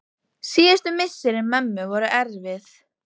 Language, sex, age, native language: Icelandic, female, 9, Icelandic